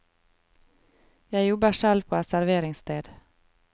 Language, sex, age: Norwegian, female, 33